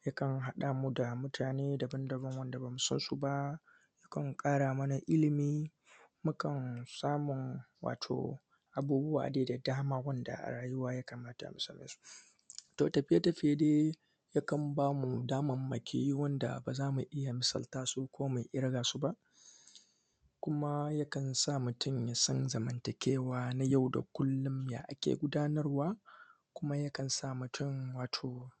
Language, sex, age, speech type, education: Hausa, male, 15-29, spontaneous, secondary